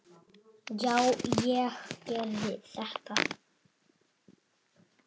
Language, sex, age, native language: Icelandic, male, 6, Icelandic